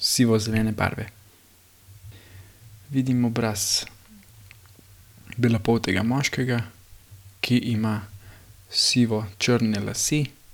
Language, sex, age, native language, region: Slovenian, male, 18-29, Slovenian, Gorenjska region